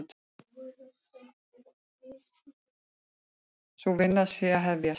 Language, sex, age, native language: Icelandic, female, 50-59, Icelandic